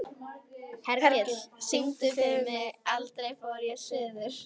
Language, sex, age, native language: Icelandic, female, 12, Icelandic